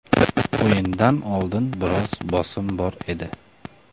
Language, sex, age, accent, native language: Uzbek, male, 18-24, Andijon, Uzbek